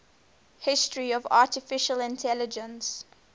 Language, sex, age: English, female, 20